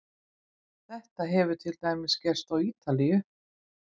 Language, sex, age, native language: Icelandic, female, 20-29, Icelandic